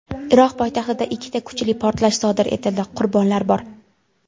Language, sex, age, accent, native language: Uzbek, female, 18-24, Andijon, Uzbek